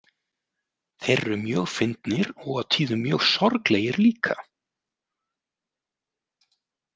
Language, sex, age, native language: Icelandic, male, 40-49, Icelandic